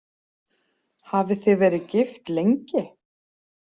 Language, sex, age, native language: Icelandic, female, 40-49, Icelandic